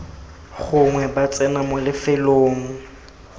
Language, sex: Tswana, male